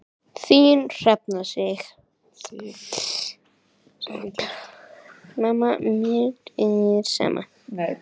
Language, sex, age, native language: Icelandic, male, 9, Icelandic